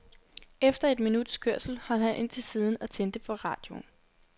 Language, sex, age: Danish, female, 21